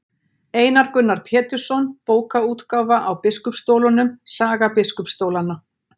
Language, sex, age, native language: Icelandic, female, 60-69, Icelandic